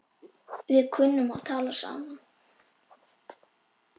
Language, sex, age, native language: Icelandic, male, 8, Icelandic